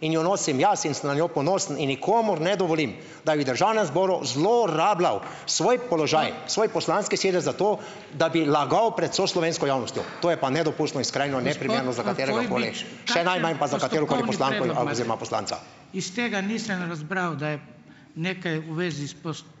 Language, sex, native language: Slovenian, male, Slovenian